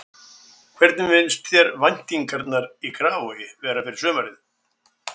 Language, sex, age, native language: Icelandic, male, 60-69, Icelandic